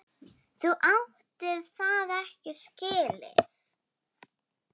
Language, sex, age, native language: Icelandic, female, 7, Icelandic